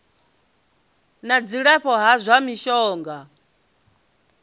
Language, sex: Venda, female